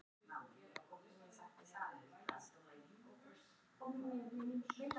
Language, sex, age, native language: Icelandic, male, 50-59, Icelandic